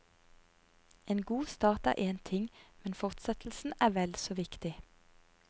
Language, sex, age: Norwegian, female, 30